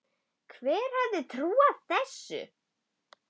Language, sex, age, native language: Icelandic, female, 10, Icelandic